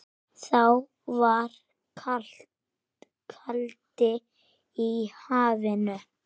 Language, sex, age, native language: Icelandic, female, 6, Icelandic